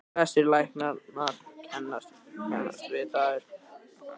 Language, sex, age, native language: Icelandic, other, 18-19, Icelandic